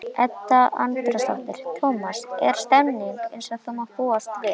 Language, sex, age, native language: Icelandic, female, 11, Icelandic